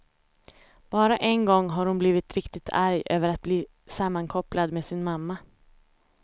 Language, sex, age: Swedish, female, 25